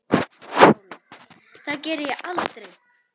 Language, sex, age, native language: Icelandic, female, 10, Icelandic